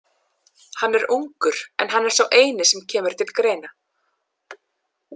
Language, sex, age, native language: Icelandic, female, 30-39, English